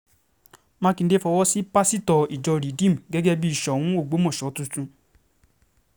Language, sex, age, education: Yoruba, male, 15-29, secondary